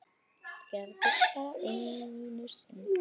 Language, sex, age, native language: Icelandic, female, 10, Icelandic